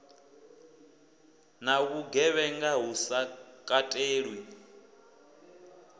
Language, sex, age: Venda, male, 24